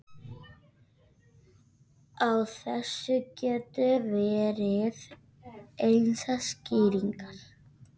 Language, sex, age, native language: Icelandic, other, 50-59, Spanish